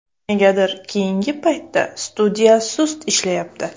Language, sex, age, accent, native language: Uzbek, female, 25-34, Buxoro, Uzbek